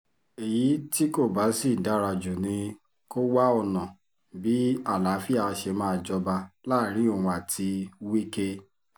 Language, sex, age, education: Yoruba, female, 30-45, tertiary